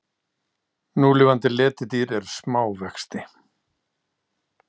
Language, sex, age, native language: Icelandic, male, 60-69, Icelandic